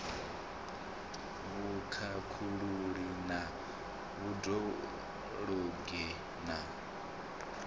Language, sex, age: Venda, male, 26